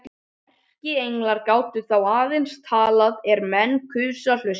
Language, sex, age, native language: Icelandic, other, 12, Icelandic